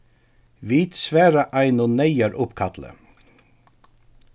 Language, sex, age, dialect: Faroese, male, 36-60, Suðurstreymoy